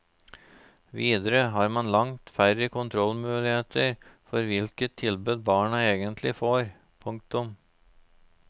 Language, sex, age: Norwegian, male, 34